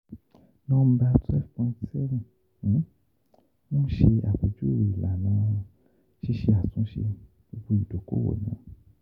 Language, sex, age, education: Yoruba, male, 15-29, tertiary